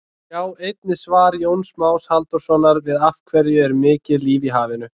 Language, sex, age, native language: Icelandic, male, 20-29, Icelandic